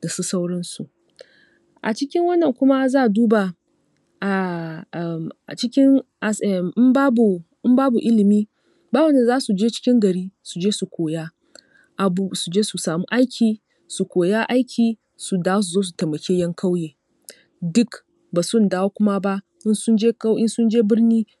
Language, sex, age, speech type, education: Hausa, female, 30-45, spontaneous, tertiary